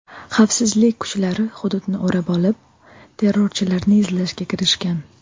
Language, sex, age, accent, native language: Uzbek, female, 19-29, Jizzax, Uzbek